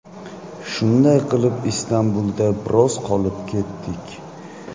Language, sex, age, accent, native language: Uzbek, male, 25-34, Toshkent shahri, Uzbek